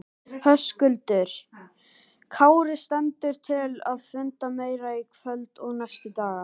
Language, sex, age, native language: Icelandic, male, 18-19, Icelandic